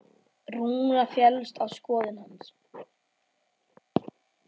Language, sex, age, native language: Icelandic, male, 10, Icelandic